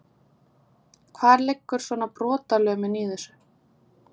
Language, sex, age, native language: Icelandic, female, 20-29, Icelandic